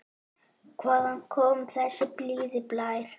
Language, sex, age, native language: Icelandic, female, 8, Icelandic